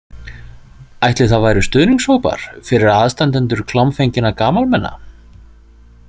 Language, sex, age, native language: Icelandic, male, 40-49, Icelandic